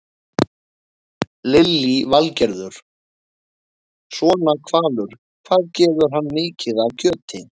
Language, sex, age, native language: Icelandic, male, 20-29, Icelandic